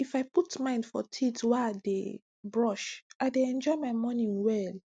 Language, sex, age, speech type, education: Nigerian Pidgin, female, 15-29, spontaneous, tertiary